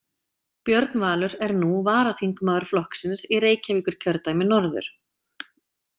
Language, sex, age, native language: Icelandic, female, 30-39, Icelandic